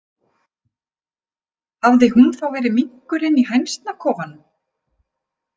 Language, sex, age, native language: Icelandic, female, 50-59, Icelandic